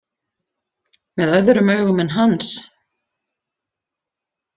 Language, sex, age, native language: Icelandic, female, 50-59, Icelandic